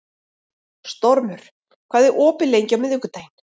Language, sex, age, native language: Icelandic, female, 30-39, Icelandic